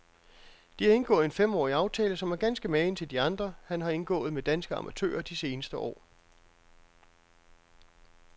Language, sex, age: Danish, male, 42